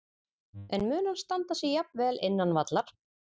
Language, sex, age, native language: Icelandic, female, 40-49, Icelandic